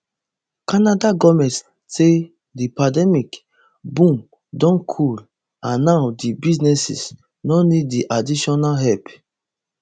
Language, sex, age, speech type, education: Nigerian Pidgin, male, 30-45, spontaneous, tertiary